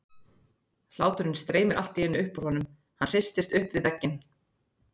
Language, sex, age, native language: Icelandic, female, 30-39, Icelandic